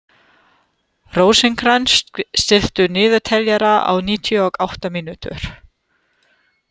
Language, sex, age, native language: Icelandic, female, 30-39, German